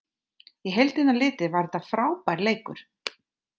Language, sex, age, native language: Icelandic, female, 30-39, Icelandic